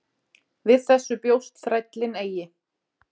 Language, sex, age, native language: Icelandic, female, 40-49, Icelandic